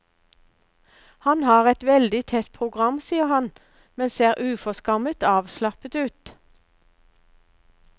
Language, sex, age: Norwegian, female, 59